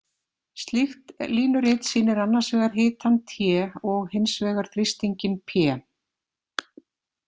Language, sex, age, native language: Icelandic, female, 50-59, Icelandic